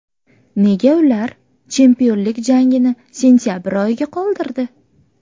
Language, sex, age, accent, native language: Uzbek, female, 18-24, Farg'ona, Uzbek